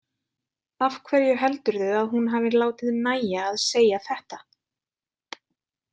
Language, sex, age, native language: Icelandic, female, 20-29, Icelandic